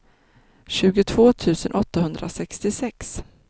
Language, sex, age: Swedish, female, 30